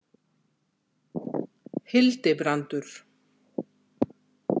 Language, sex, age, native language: Icelandic, female, 60-69, Icelandic